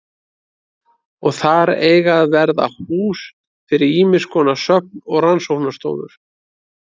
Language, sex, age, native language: Icelandic, male, 30-39, Icelandic